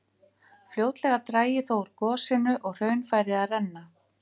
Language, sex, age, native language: Icelandic, female, 50-59, Icelandic